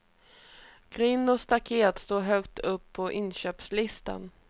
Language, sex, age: Swedish, female, 28